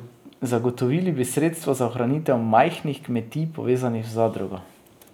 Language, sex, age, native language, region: Slovenian, male, 30-49, Slovenian, Drava region